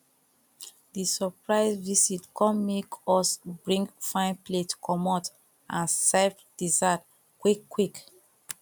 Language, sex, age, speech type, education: Nigerian Pidgin, female, 30-45, spontaneous, tertiary